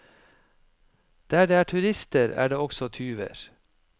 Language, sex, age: Norwegian, male, 53